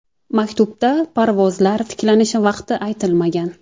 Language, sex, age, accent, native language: Uzbek, female, 19-29, Jizzax, Uzbek